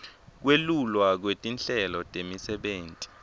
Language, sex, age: Swati, male, 23